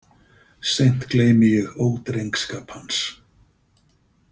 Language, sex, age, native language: Icelandic, male, 50-59, Icelandic